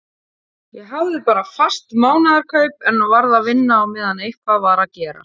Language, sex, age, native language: Icelandic, female, 40-49, Icelandic